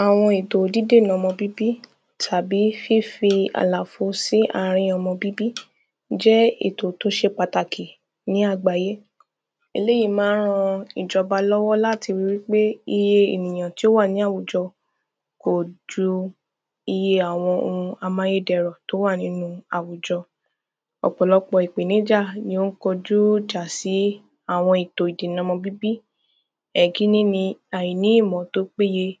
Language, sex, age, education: Yoruba, female, 15-29, tertiary